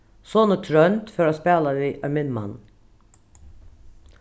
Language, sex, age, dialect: Faroese, female, 36-60, Norðuroyggjar